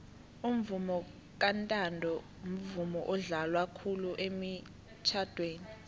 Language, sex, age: South Ndebele, female, 18